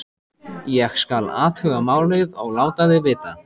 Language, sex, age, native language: Icelandic, male, 14, Icelandic